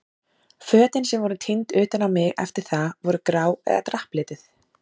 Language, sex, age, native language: Icelandic, female, 30-39, Icelandic